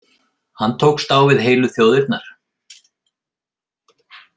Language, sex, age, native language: Icelandic, male, 50-59, Icelandic